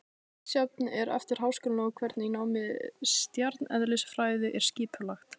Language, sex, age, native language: Icelandic, female, 16, Icelandic